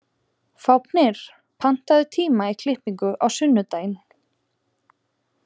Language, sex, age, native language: Icelandic, female, 20-29, Icelandic